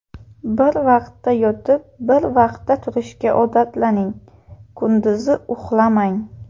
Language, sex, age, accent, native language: Uzbek, female, 18-24, Buxoro, Uzbek